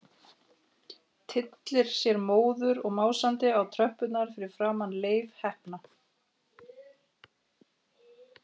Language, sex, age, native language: Icelandic, female, 40-49, Icelandic